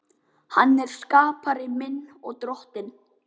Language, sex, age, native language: Icelandic, male, 12, Icelandic